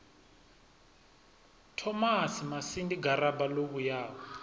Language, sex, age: Venda, male, 25